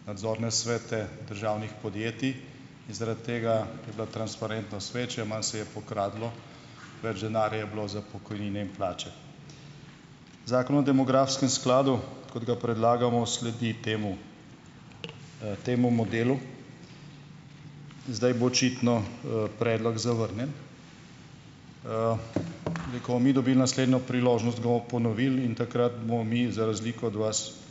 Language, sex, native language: Slovenian, male, Slovenian